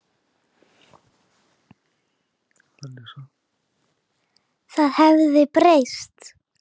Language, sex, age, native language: Icelandic, female, 8, Icelandic